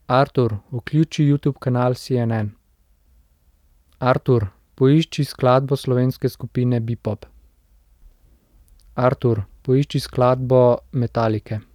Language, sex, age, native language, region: Slovenian, male, 18-29, Slovenian, Central Slovenia